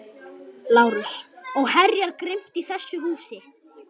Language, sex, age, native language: Icelandic, male, 11, Icelandic